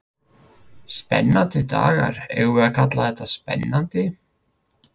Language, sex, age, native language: Icelandic, male, 50-59, Icelandic